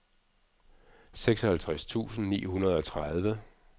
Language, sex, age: Danish, male, 46